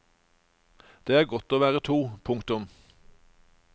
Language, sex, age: Norwegian, male, 49